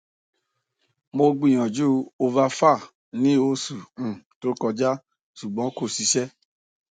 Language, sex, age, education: Yoruba, male, 46-60, tertiary